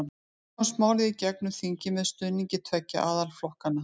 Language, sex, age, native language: Icelandic, female, 50-59, Icelandic